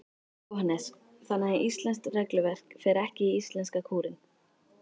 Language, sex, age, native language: Icelandic, female, 13, Icelandic